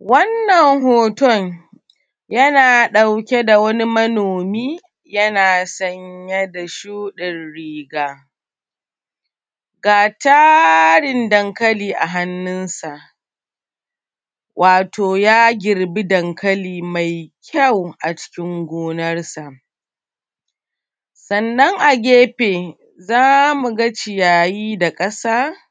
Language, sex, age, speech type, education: Hausa, female, 30-45, spontaneous, secondary